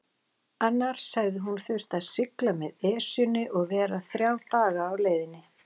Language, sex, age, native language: Icelandic, female, 40-49, Icelandic